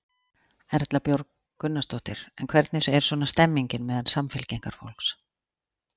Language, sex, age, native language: Icelandic, female, 40-49, Icelandic